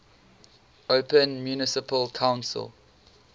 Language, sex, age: English, male, 18